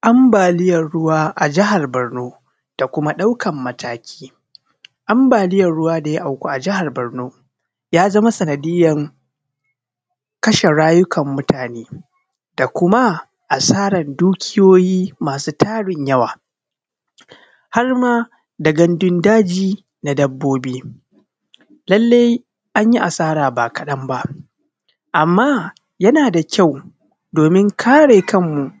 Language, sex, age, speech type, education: Hausa, male, 30-45, spontaneous, primary